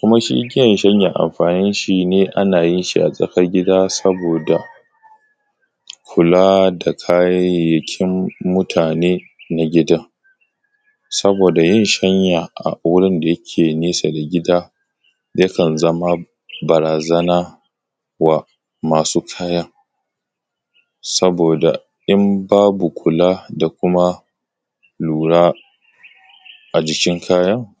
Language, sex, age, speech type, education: Hausa, male, 15-29, spontaneous, tertiary